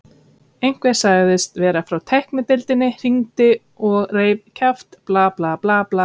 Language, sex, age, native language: Icelandic, female, 30-39, Icelandic